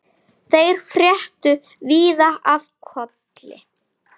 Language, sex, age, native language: Icelandic, female, 9, Icelandic